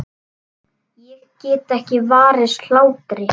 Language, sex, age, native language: Icelandic, male, 9, Icelandic